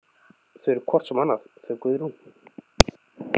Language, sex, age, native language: Icelandic, male, 30-39, Icelandic